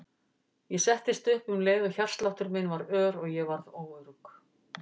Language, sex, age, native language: Icelandic, female, 50-59, Icelandic